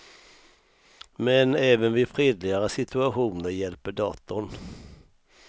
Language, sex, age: Swedish, male, 64